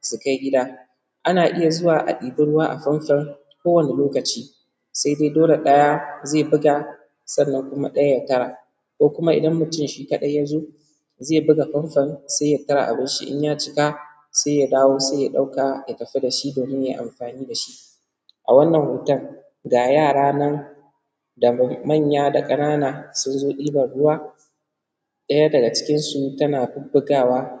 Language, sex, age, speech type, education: Hausa, male, 15-29, spontaneous, primary